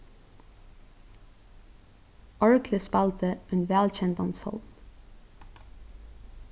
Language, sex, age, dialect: Faroese, female, 15-35, Norðurstreymoy/Eysturoy